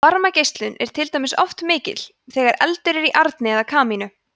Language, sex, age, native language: Icelandic, female, 20-29, Icelandic